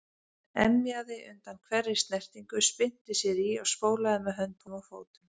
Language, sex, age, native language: Icelandic, female, 40-49, Icelandic